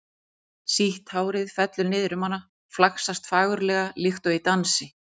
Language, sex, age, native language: Icelandic, female, 40-49, Icelandic